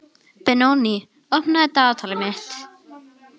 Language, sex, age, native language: Icelandic, female, 11, Icelandic